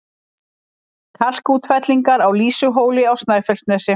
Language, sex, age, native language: Icelandic, female, 50-59, Icelandic